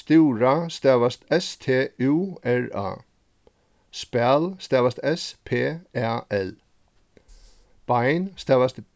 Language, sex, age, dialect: Faroese, male, 36-60, Suðurstreymoy